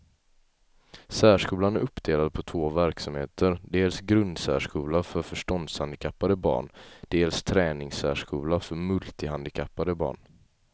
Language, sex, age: Swedish, male, 18